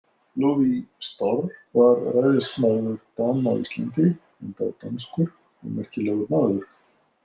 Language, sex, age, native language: Icelandic, male, 60-69, Icelandic